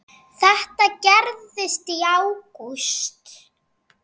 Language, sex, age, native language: Icelandic, female, 7, Icelandic